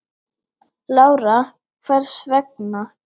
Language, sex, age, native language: Icelandic, male, 8, Icelandic